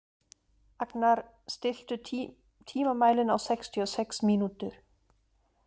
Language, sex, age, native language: Icelandic, female, 30-39, German